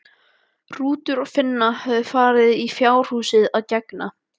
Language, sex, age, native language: Icelandic, male, 12, Icelandic